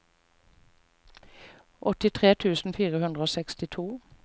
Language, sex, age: Norwegian, female, 45